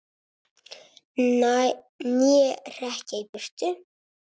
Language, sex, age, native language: Icelandic, male, 6, Italian